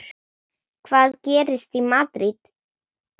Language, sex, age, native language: Icelandic, female, 8, Icelandic